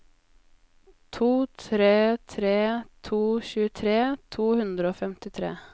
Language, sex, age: Norwegian, female, 20